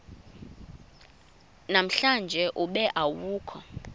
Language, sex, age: Xhosa, female, 20